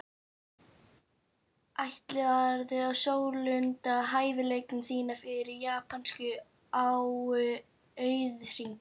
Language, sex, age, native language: Icelandic, female, 12, Icelandic